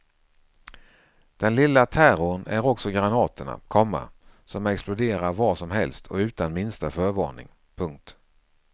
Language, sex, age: Swedish, male, 49